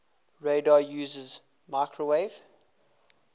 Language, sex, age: English, male, 24